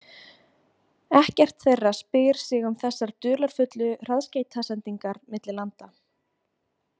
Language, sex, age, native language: Icelandic, female, 20-29, Icelandic